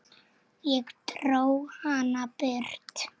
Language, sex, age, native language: Icelandic, female, 7, Icelandic